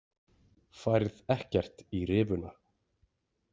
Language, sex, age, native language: Icelandic, male, 40-49, Icelandic